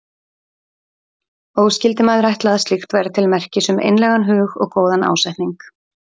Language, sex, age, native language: Icelandic, female, 30-39, Icelandic